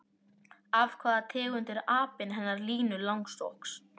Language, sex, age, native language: Icelandic, male, 18-19, Icelandic